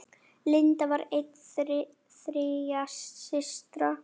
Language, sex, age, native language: Icelandic, female, 10, Icelandic